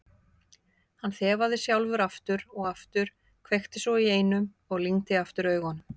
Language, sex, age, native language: Icelandic, female, 50-59, Icelandic